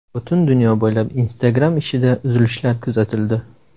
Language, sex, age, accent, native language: Uzbek, male, 18-24, Samarqand, Uzbek